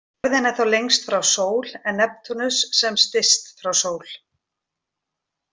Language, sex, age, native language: Icelandic, female, 40-49, Icelandic